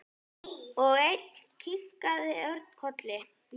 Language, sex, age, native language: Icelandic, female, 8, Icelandic